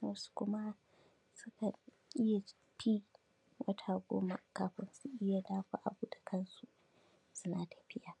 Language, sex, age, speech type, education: Hausa, female, 15-29, spontaneous, secondary